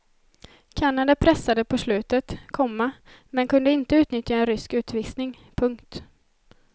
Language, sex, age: Swedish, female, 20